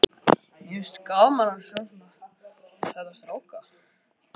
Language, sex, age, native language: Icelandic, other, 18-19, Icelandic